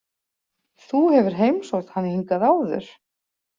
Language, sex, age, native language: Icelandic, female, 40-49, Icelandic